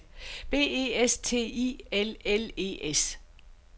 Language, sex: Danish, female